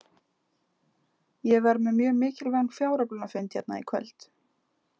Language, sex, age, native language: Icelandic, female, 20-29, Icelandic